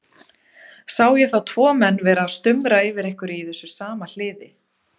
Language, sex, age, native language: Icelandic, female, 30-39, Icelandic